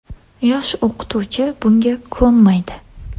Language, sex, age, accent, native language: Uzbek, female, 18-24, Andijon, Uzbek